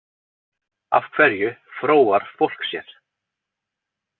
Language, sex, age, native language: Icelandic, male, 40-49, Icelandic